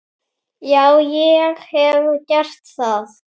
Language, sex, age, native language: Icelandic, female, 9, Icelandic